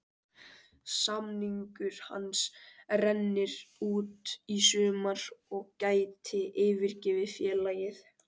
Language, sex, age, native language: Icelandic, male, 18-19, Icelandic